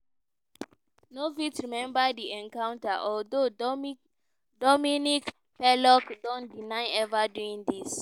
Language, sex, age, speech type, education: Nigerian Pidgin, female, 15-29, spontaneous, tertiary